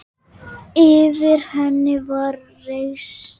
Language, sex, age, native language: Icelandic, female, 8, Icelandic